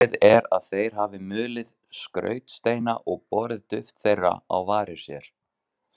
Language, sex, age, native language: Icelandic, male, 20-29, Icelandic